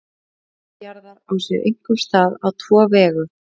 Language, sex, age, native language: Icelandic, female, 30-39, Icelandic